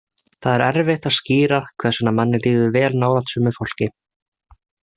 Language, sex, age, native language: Icelandic, male, 20-29, Icelandic